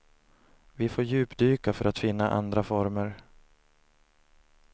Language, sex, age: Swedish, male, 30